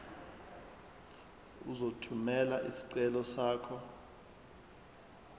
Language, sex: Zulu, male